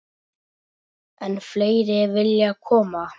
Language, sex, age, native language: Icelandic, male, 10, Icelandic